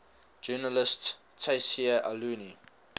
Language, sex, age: English, male, 19